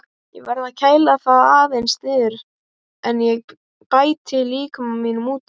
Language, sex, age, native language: Icelandic, male, 18-19, Icelandic